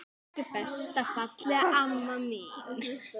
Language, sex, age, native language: Icelandic, female, 9, Icelandic